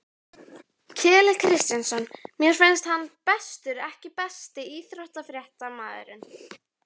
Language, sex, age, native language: Icelandic, female, 11, Icelandic